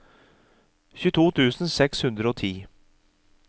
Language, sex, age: Norwegian, male, 36